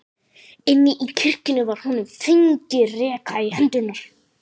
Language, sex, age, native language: Icelandic, female, 11, Icelandic